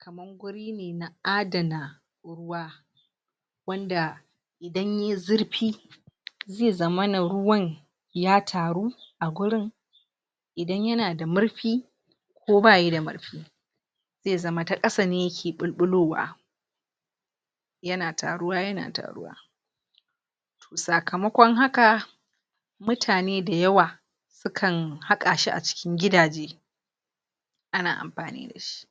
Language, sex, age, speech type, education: Hausa, female, 46-60, spontaneous, tertiary